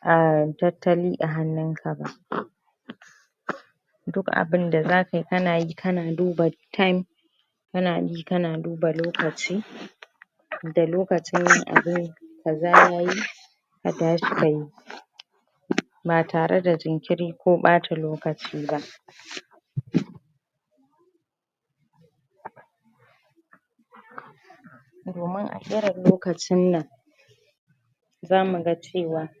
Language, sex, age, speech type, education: Hausa, female, 15-29, spontaneous, primary